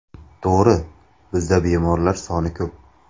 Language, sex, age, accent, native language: Uzbek, male, 19-29, Samarqand, Uzbek